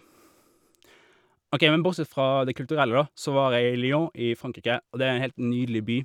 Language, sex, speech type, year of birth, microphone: Norwegian, male, spontaneous, 1988, Shure